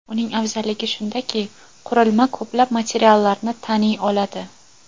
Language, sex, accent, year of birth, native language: Uzbek, female, Toshkent viloyati, 2000, Uzbek